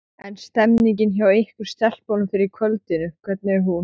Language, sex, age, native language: Icelandic, male, 13, Icelandic